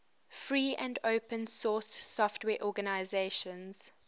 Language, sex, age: English, female, 23